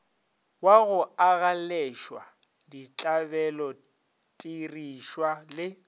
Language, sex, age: Northern Sotho, male, 30